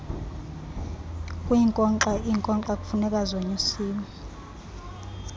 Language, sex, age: Xhosa, female, 32